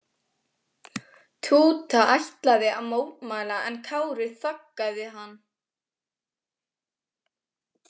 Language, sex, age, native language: Icelandic, female, 18-19, Icelandic